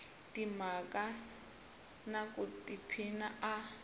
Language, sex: Tsonga, male